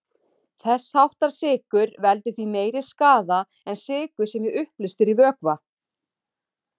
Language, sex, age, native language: Icelandic, female, 30-39, Icelandic